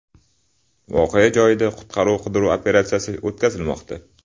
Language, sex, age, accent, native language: Uzbek, male, 25-34, Toshkent shahri, Uzbek